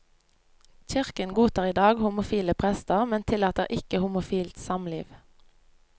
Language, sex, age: Norwegian, female, 25